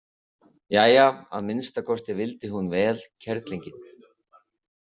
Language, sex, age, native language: Icelandic, male, 30-39, Icelandic